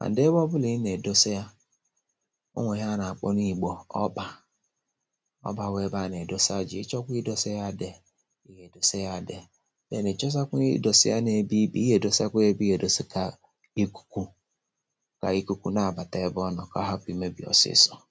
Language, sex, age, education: Igbo, male, 46-60, tertiary